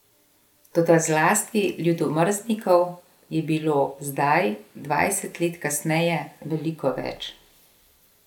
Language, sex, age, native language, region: Slovenian, female, 50-59, Slovenian, Gorenjska region